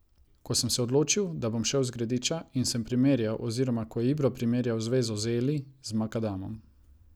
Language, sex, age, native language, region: Slovenian, male, 30-49, Croatian, Savinja region